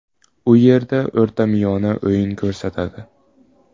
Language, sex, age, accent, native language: Uzbek, male, 18-24, Surxondaryo, Uzbek